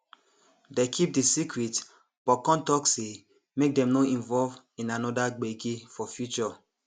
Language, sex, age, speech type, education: Nigerian Pidgin, male, 30-45, spontaneous, tertiary